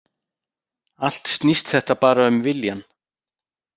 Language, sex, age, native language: Icelandic, male, 40-49, Icelandic